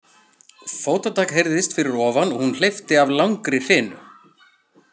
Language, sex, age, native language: Icelandic, male, 40-49, Icelandic